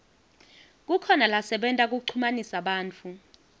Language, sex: Swati, female